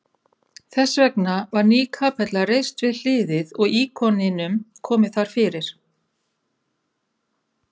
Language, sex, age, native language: Icelandic, female, 30-39, Icelandic